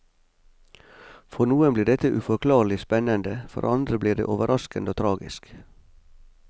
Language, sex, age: Norwegian, male, 45